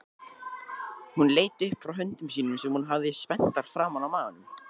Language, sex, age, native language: Icelandic, male, 20-29, Icelandic